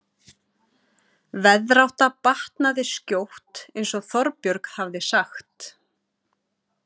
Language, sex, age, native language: Icelandic, female, 40-49, Icelandic